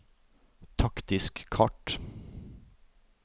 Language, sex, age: Norwegian, male, 38